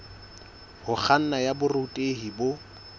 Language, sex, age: Southern Sotho, male, 22